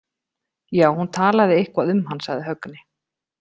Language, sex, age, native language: Icelandic, female, 30-39, Icelandic